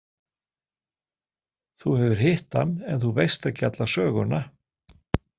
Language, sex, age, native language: Icelandic, male, 60-69, Icelandic